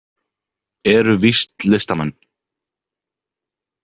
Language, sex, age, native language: Icelandic, male, 18-19, Icelandic